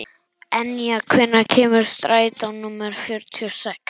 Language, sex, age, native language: Icelandic, male, 11, Icelandic